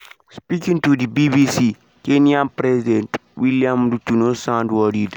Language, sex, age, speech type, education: Nigerian Pidgin, male, 15-29, spontaneous, secondary